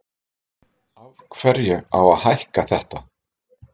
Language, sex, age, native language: Icelandic, male, 30-39, Icelandic